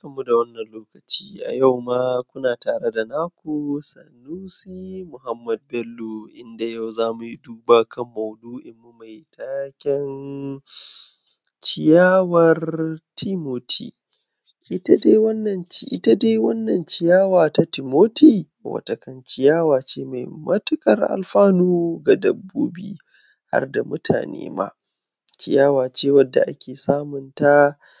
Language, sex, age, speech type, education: Hausa, male, 15-29, spontaneous, secondary